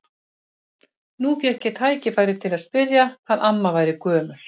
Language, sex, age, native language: Icelandic, female, 50-59, Icelandic